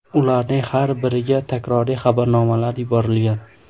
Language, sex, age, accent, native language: Uzbek, male, 18-24, Farg'ona, Uzbek